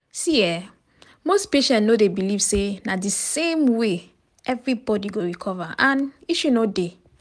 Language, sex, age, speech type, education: Nigerian Pidgin, female, 30-45, spontaneous, tertiary